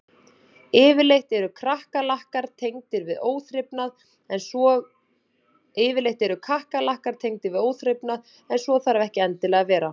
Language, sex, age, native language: Icelandic, female, 30-39, Icelandic